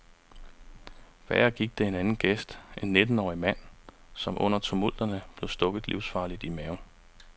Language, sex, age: Danish, male, 35